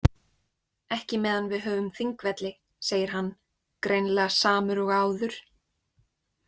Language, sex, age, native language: Icelandic, female, 20-29, Icelandic